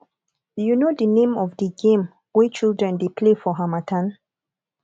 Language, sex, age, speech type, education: Nigerian Pidgin, female, 15-29, spontaneous, tertiary